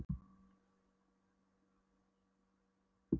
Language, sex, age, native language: Icelandic, female, 12, Polish